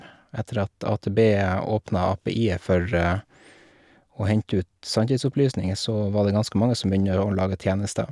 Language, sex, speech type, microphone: Norwegian, male, spontaneous, Shure